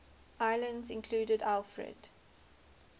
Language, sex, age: English, female, 19